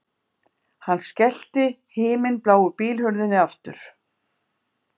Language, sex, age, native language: Icelandic, female, 50-59, Icelandic